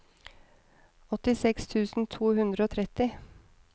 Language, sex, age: Norwegian, female, 30